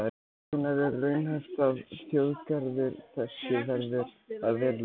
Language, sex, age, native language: Icelandic, male, 14, Icelandic